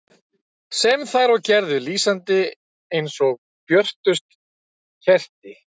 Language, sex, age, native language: Icelandic, male, 30-39, Icelandic